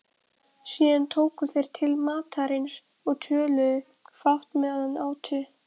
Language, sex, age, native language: Icelandic, female, 12, Icelandic